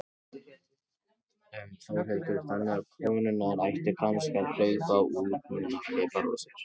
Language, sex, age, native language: Icelandic, male, 18-19, Icelandic